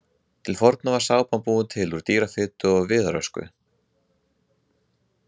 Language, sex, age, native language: Icelandic, male, 20-29, Icelandic